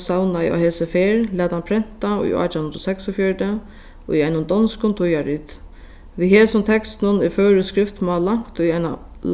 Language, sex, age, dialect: Faroese, female, 15-35, Sandoy